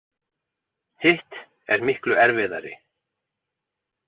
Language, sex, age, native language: Icelandic, male, 40-49, Icelandic